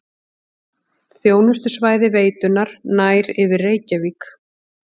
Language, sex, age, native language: Icelandic, female, 40-49, Icelandic